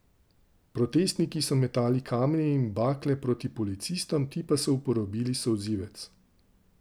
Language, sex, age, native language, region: Slovenian, male, 30-49, Slovenian, Drava region